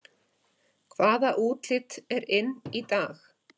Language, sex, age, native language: Icelandic, female, 50-59, Icelandic